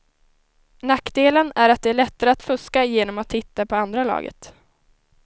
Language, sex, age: Swedish, female, 19